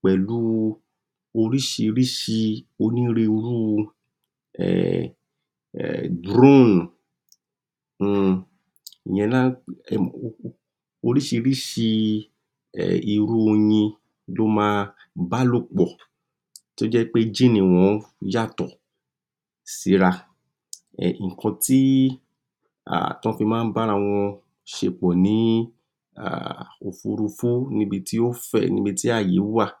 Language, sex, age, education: Yoruba, male, 46-60, tertiary